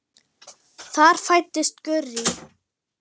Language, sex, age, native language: Icelandic, female, 8, German